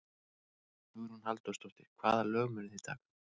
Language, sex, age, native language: Icelandic, male, 30-39, Icelandic